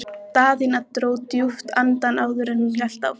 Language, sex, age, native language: Icelandic, male, 14, Icelandic